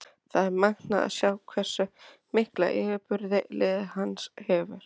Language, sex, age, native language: Icelandic, female, 30-39, Icelandic